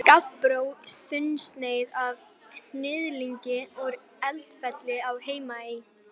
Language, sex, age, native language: Icelandic, female, 11, Icelandic